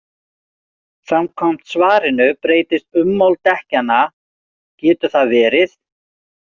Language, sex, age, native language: Icelandic, male, 40-49, Icelandic